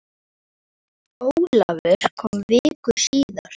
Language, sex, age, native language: Icelandic, male, 8, Icelandic